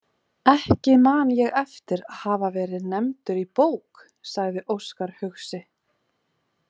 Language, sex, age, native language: Icelandic, female, 30-39, Icelandic